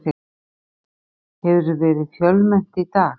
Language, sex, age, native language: Icelandic, female, 50-59, Icelandic